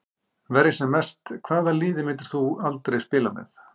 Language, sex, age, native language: Icelandic, male, 50-59, Icelandic